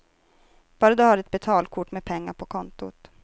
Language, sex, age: Swedish, female, 23